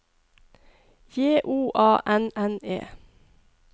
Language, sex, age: Norwegian, female, 42